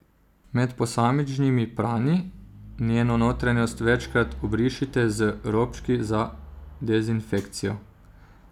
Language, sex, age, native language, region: Slovenian, male, 30-49, Slovenian, Zasavska region